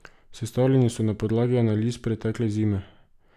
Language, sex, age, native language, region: Slovenian, male, 18-29, Slovenian, Drava region